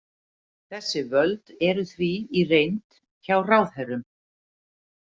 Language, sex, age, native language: Icelandic, female, 50-59, Icelandic